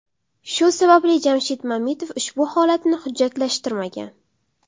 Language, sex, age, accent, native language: Uzbek, female, 18-24, Samarqand, Uzbek